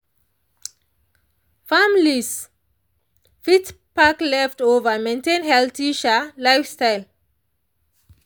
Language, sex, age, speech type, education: Nigerian Pidgin, female, 30-45, spontaneous, tertiary